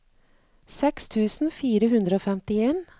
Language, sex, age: Norwegian, female, 39